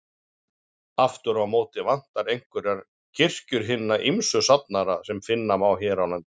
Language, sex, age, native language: Icelandic, male, 40-49, Icelandic